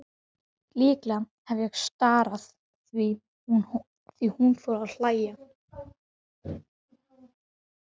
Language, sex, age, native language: Icelandic, male, 12, Icelandic